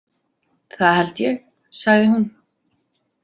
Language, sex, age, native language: Icelandic, female, 30-39, Icelandic